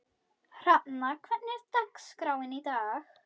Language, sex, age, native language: Icelandic, female, 21, Icelandic